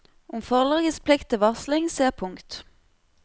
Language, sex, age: Norwegian, female, 25